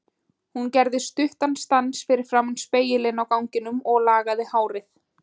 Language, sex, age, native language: Icelandic, female, 20-29, Icelandic